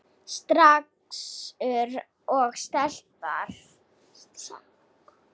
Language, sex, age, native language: Icelandic, female, 7, Slovak